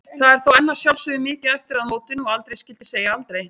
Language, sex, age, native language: Icelandic, female, 30-39, Icelandic